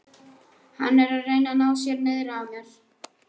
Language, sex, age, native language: Icelandic, male, 11, Icelandic